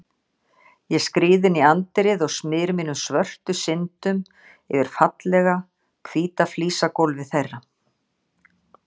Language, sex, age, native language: Icelandic, female, 60-69, Icelandic